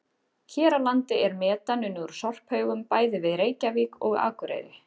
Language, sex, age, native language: Icelandic, female, 30-39, Icelandic